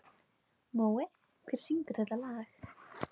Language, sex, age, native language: Icelandic, female, 12, Icelandic